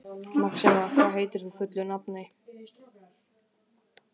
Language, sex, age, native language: Icelandic, male, 12, Icelandic